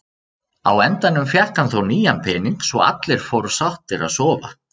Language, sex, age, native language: Icelandic, male, 30-39, Icelandic